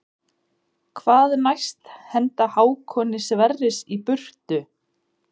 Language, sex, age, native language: Icelandic, female, 20-29, Icelandic